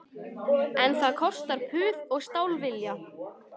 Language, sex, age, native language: Icelandic, female, 18-19, Icelandic